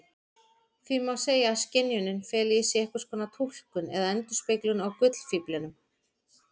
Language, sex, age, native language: Icelandic, female, 40-49, Icelandic